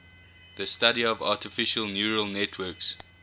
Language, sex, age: English, male, 21